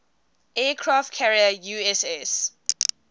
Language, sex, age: English, female, 20